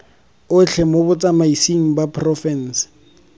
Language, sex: Tswana, male